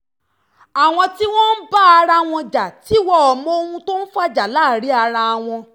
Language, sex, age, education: Yoruba, female, 15-29, tertiary